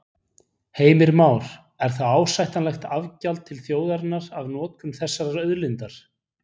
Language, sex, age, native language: Icelandic, male, 40-49, Icelandic